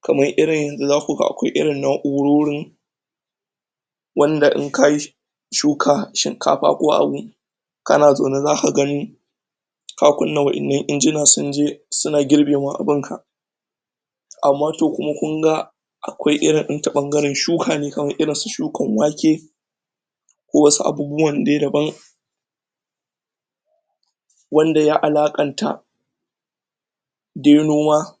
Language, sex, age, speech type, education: Hausa, male, 30-45, spontaneous, tertiary